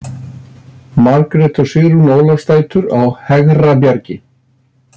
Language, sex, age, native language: Icelandic, male, 60-69, Icelandic